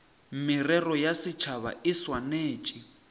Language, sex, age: Northern Sotho, male, 23